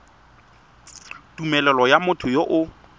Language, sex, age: Tswana, male, 23